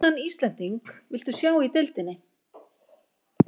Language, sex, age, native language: Icelandic, female, 50-59, Icelandic